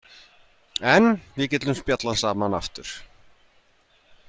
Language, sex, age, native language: Icelandic, male, 40-49, Icelandic